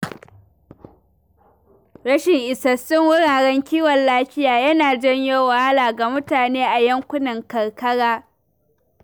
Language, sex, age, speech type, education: Hausa, female, 15-29, read, primary